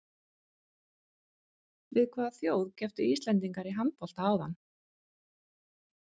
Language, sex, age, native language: Icelandic, female, 50-59, Icelandic